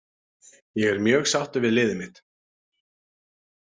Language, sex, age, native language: Icelandic, male, 40-49, Icelandic